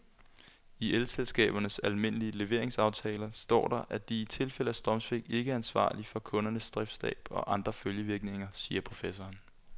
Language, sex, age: Danish, male, 21